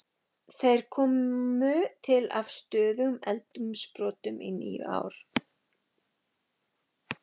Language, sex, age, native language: Icelandic, female, 11, Icelandic